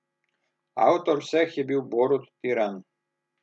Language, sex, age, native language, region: Slovenian, male, 30-49, Slovenian, Southeast Slovenia